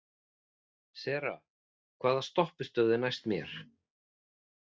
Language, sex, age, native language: Icelandic, male, 40-49, Icelandic